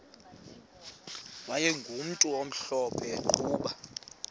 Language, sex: Xhosa, male